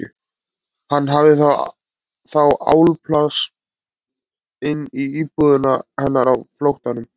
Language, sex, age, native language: Icelandic, male, 20-29, Icelandic